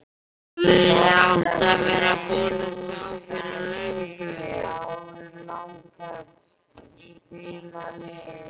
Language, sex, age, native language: Icelandic, male, 12, Icelandic